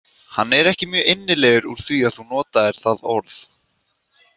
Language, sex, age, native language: Icelandic, female, 18-19, Icelandic